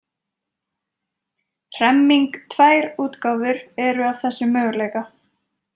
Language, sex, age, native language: Icelandic, female, 20-29, Icelandic